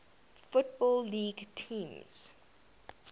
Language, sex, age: English, female, 19